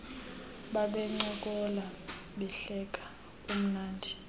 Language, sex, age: Xhosa, female, 22